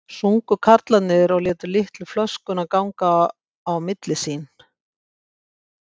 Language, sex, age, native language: Icelandic, female, 60-69, Icelandic